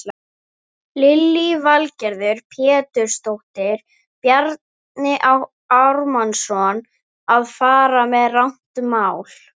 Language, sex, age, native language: Icelandic, female, 11, Icelandic